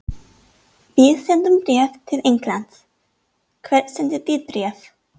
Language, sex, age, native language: Icelandic, female, 30-39, English